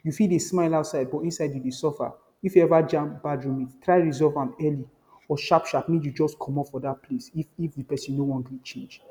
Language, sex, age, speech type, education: Nigerian Pidgin, male, 15-29, spontaneous, tertiary